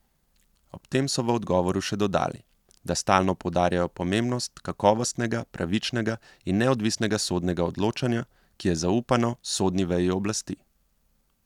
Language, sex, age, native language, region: Slovenian, male, 30-49, Slovenian, Central Slovenia